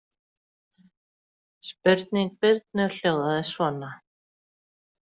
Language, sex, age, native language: Icelandic, female, 40-49, Icelandic